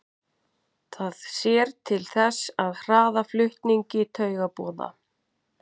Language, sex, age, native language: Icelandic, female, 40-49, Icelandic